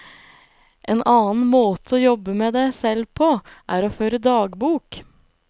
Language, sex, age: Norwegian, female, 25